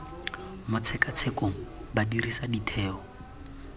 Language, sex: Tswana, male